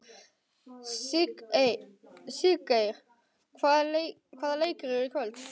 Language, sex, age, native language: Icelandic, male, 12, Icelandic